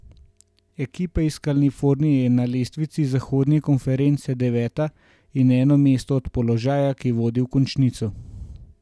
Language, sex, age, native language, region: Slovenian, male, 18-29, Slovenian, Gorenjska region